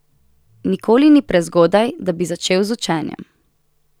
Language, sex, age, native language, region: Slovenian, female, 18-29, Slovenian, Southeast Slovenia